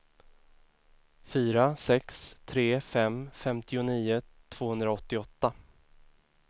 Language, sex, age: Swedish, male, 24